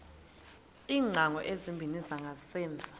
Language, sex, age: Xhosa, female, 20